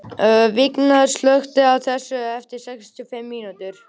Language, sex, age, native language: Icelandic, male, 18-19, Icelandic